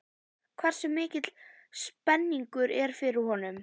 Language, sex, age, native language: Icelandic, female, 11, Icelandic